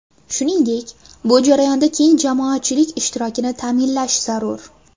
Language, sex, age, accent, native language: Uzbek, female, under 19, Farg'ona, Uzbek